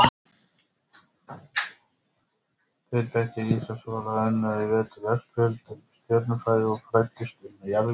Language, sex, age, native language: Icelandic, male, 50-59, Icelandic